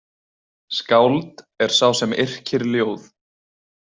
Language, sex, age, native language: Icelandic, male, 20-29, Icelandic